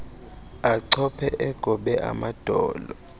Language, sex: Xhosa, male